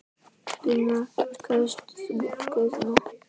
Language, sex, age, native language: Icelandic, male, 10, Icelandic